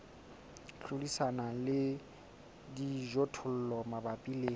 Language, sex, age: Southern Sotho, male, 20